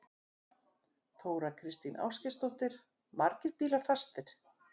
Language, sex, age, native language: Icelandic, female, 50-59, Icelandic